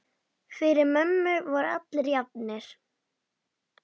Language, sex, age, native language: Icelandic, female, 10, Icelandic